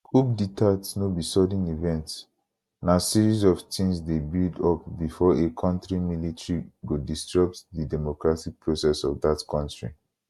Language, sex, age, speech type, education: Nigerian Pidgin, male, 15-29, spontaneous, tertiary